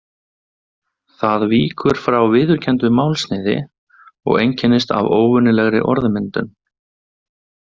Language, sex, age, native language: Icelandic, male, 20-29, Icelandic